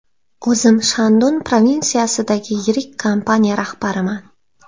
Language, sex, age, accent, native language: Uzbek, female, 18-24, Xorazm, Uzbek